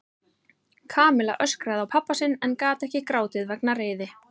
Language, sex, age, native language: Icelandic, female, 30-39, Icelandic